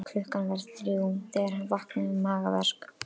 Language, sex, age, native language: Icelandic, female, 12, Icelandic